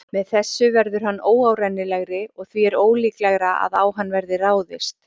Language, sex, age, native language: Icelandic, female, 40-49, Icelandic